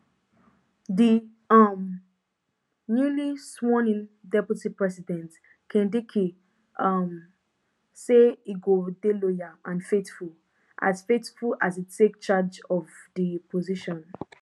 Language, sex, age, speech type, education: Nigerian Pidgin, female, 15-29, spontaneous, tertiary